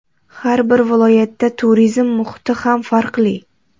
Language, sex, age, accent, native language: Uzbek, female, 12-17, Qoraqalpog'iston, Uzbek